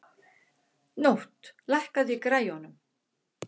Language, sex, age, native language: Icelandic, female, 60-69, Icelandic